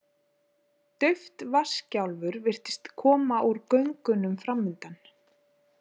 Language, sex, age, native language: Icelandic, female, 40-49, Icelandic